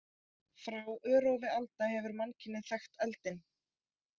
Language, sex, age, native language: Icelandic, female, 20-29, Icelandic